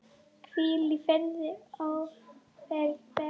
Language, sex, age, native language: Icelandic, female, 9, Icelandic